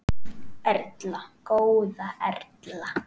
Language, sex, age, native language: Icelandic, male, 8, Icelandic